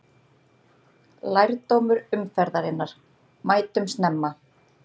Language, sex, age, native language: Icelandic, female, 30-39, Icelandic